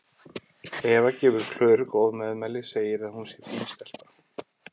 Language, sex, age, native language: Icelandic, male, 50-59, Icelandic